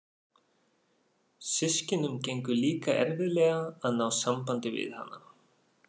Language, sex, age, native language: Icelandic, male, 40-49, Faroese